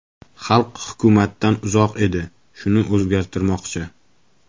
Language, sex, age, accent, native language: Uzbek, male, 18-24, Toshkent viloyati, Uzbek